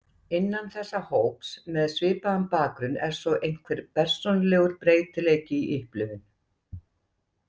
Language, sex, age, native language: Icelandic, female, 60-69, Icelandic